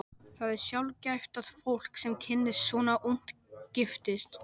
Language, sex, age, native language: Icelandic, male, 12, Icelandic